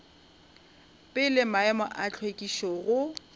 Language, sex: Northern Sotho, female